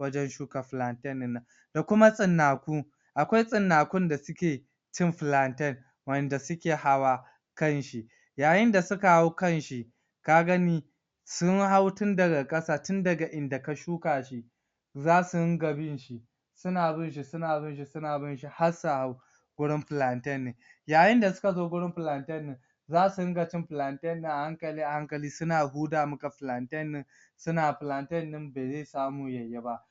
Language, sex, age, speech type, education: Hausa, male, 46-60, spontaneous, tertiary